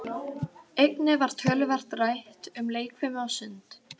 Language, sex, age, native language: Icelandic, female, 12, Icelandic